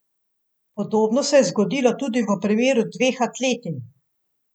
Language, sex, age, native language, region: Slovenian, female, 50-59, Slovenian, Central Slovenia